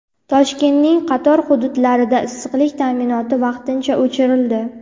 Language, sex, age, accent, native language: Uzbek, female, 18-24, Navoiy, Uzbek